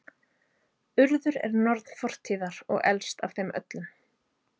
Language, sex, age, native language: Icelandic, female, 30-39, Icelandic